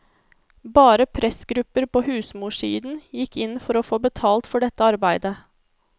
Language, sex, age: Norwegian, female, 24